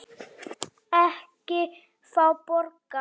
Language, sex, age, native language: Icelandic, female, 7, Icelandic